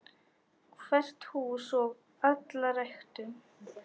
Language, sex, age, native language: Icelandic, female, 10, Icelandic